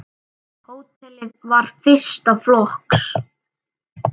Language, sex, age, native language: Icelandic, male, 9, Icelandic